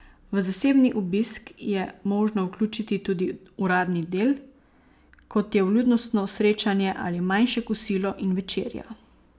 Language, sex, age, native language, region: Slovenian, female, 18-29, Slovenian, Savinja region